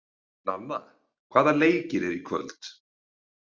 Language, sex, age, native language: Icelandic, male, 40-49, Icelandic